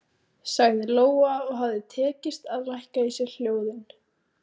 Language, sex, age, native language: Icelandic, female, 18-19, Icelandic